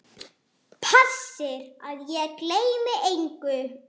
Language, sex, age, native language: Icelandic, male, 8, Icelandic